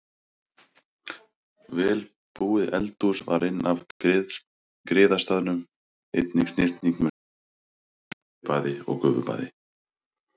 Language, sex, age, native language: Icelandic, male, 30-39, Icelandic